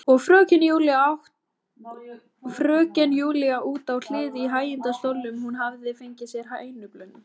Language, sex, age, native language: Icelandic, female, 18-19, Icelandic